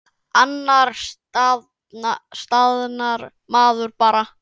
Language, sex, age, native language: Icelandic, male, 9, Icelandic